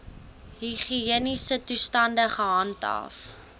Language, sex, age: Afrikaans, female, 20